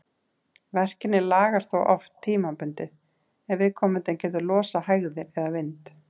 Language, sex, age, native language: Icelandic, female, 30-39, Icelandic